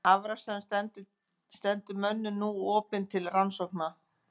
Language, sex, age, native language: Icelandic, female, 50-59, Icelandic